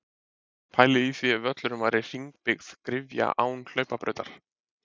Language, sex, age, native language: Icelandic, male, 30-39, Icelandic